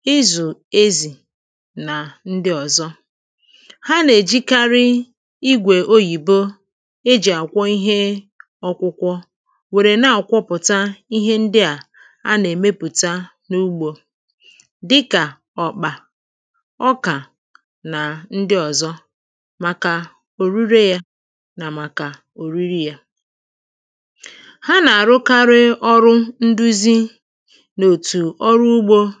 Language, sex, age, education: Igbo, female, 30-45, primary